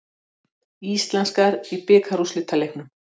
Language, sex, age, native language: Icelandic, female, 60-69, Icelandic